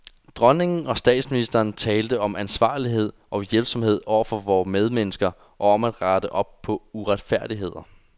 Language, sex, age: Danish, male, 21